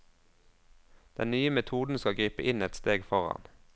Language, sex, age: Norwegian, male, 22